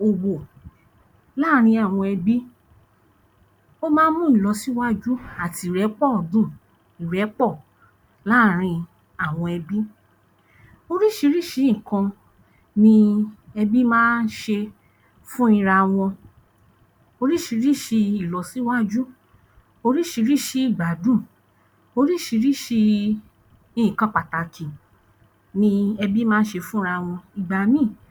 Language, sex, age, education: Yoruba, female, 30-45, primary